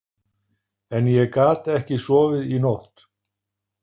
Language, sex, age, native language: Icelandic, male, 50-59, Icelandic